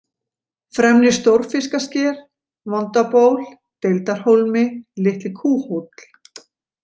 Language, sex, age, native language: Icelandic, female, 40-49, Icelandic